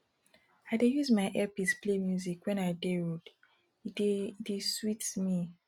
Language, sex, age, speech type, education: Nigerian Pidgin, female, 15-29, spontaneous, tertiary